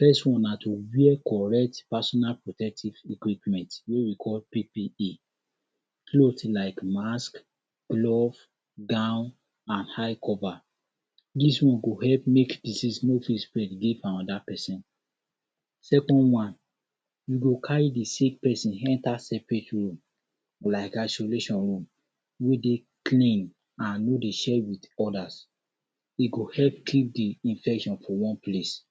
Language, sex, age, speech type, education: Nigerian Pidgin, male, 46-60, spontaneous, tertiary